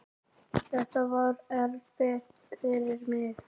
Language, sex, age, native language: Icelandic, male, 10, Icelandic